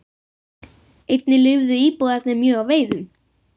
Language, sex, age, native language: Icelandic, female, 50-59, Icelandic